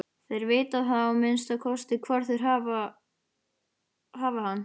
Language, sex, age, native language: Icelandic, male, 12, Icelandic